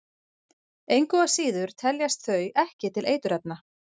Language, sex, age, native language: Icelandic, female, 40-49, Icelandic